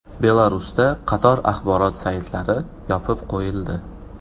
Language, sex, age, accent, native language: Uzbek, male, 18-24, Farg'ona, Uzbek